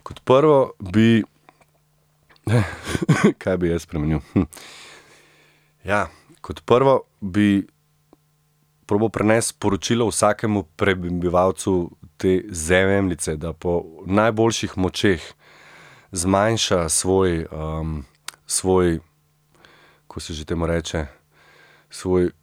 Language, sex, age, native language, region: Slovenian, male, 30-49, Slovenian, Central Slovenia